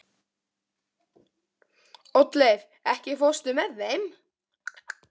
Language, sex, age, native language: Icelandic, male, 12, Icelandic